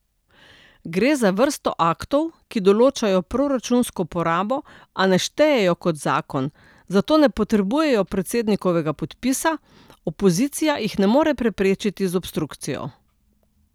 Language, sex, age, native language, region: Slovenian, female, 60+, Slovenian, Central Slovenia